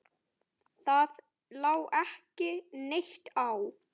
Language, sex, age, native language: Icelandic, male, 9, Icelandic